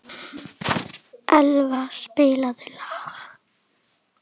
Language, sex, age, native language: Icelandic, female, 11, Icelandic